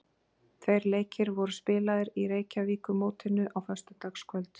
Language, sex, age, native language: Icelandic, female, 40-49, Icelandic